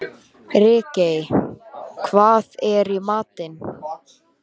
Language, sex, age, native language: Icelandic, male, 13, Icelandic